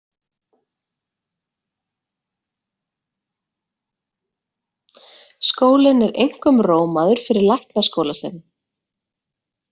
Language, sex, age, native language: Icelandic, female, 30-39, Icelandic